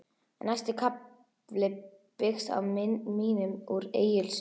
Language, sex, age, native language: Icelandic, female, 11, Icelandic